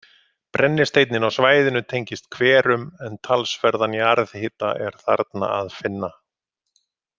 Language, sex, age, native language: Icelandic, male, 50-59, Icelandic